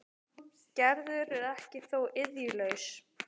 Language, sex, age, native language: Icelandic, female, 18-19, Icelandic